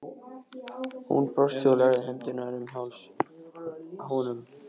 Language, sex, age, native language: Icelandic, male, 13, Icelandic